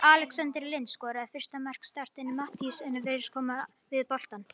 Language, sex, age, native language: Icelandic, female, 50-59, Icelandic